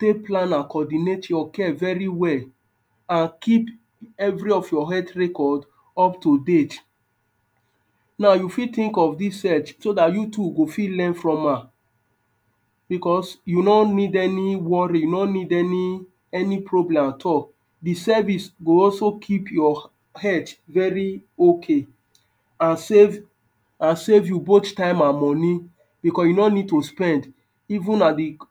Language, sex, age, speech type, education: Nigerian Pidgin, male, 30-45, spontaneous, tertiary